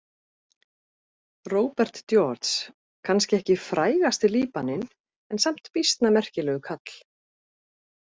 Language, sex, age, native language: Icelandic, female, 50-59, Icelandic